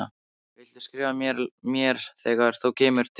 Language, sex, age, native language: Icelandic, male, 13, Icelandic